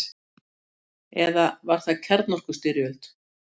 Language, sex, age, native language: Icelandic, female, 60-69, Icelandic